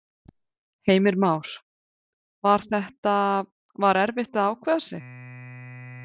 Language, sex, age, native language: Icelandic, female, 40-49, Icelandic